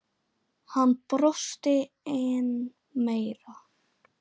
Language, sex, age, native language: Icelandic, male, 9, Icelandic